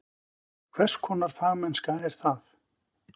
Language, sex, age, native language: Icelandic, male, 50-59, Icelandic